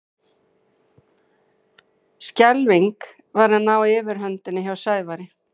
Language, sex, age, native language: Icelandic, female, 40-49, Icelandic